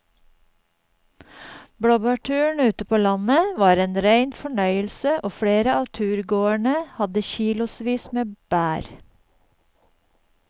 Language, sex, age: Norwegian, female, 52